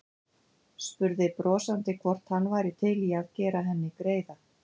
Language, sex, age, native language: Icelandic, female, 50-59, Icelandic